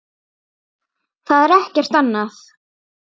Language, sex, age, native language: Icelandic, female, 8, Icelandic